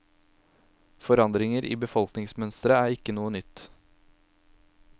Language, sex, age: Norwegian, male, 27